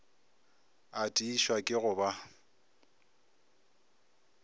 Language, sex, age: Northern Sotho, male, 24